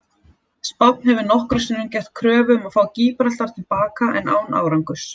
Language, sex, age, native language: Icelandic, female, 40-49, Icelandic